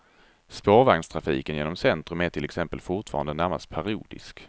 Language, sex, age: Swedish, male, 34